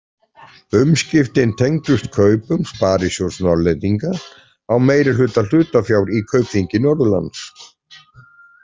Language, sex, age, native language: Icelandic, male, 40-49, Icelandic